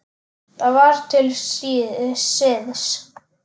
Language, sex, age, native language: Icelandic, male, 10, Icelandic